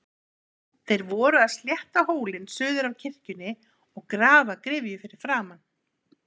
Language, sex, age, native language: Icelandic, female, 50-59, Icelandic